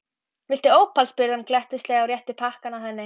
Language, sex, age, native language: Icelandic, female, 12, Icelandic